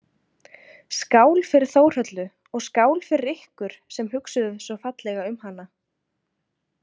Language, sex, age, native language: Icelandic, female, 20-29, Icelandic